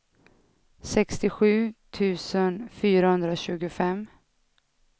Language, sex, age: Swedish, female, 32